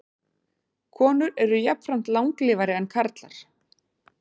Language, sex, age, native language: Icelandic, female, 40-49, Icelandic